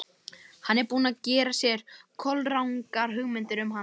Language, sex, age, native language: Icelandic, male, 11, Icelandic